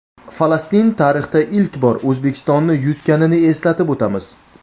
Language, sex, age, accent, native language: Uzbek, male, 19-29, Namangan, Uzbek